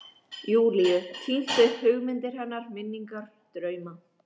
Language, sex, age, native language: Icelandic, female, 13, Icelandic